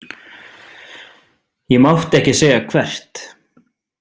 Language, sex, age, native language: Icelandic, male, 30-39, Icelandic